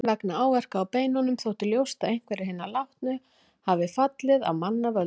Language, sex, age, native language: Icelandic, female, 40-49, Icelandic